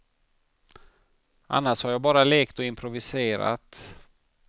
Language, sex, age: Swedish, male, 50